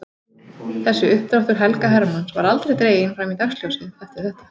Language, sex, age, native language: Icelandic, female, 40-49, Icelandic